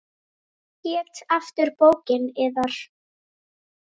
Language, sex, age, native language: Icelandic, female, 10, Icelandic